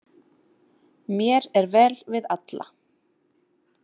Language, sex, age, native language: Icelandic, female, 30-39, Icelandic